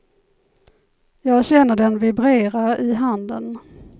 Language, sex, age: Swedish, female, 51